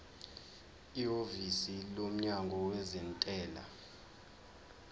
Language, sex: Zulu, male